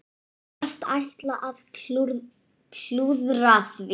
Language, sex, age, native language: Icelandic, female, 10, Icelandic